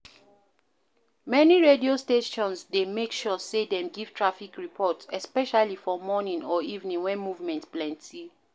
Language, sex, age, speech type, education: Nigerian Pidgin, female, 15-29, read, primary